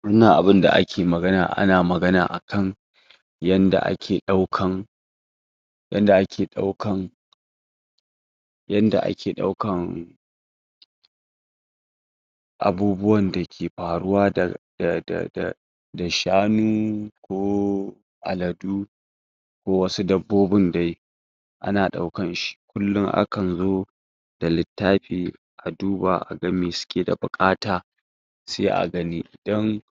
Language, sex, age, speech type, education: Hausa, female, 60+, spontaneous, secondary